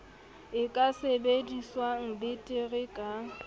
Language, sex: Southern Sotho, female